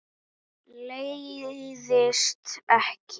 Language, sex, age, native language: Icelandic, female, 9, Icelandic